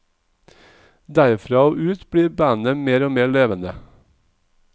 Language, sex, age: Norwegian, male, 45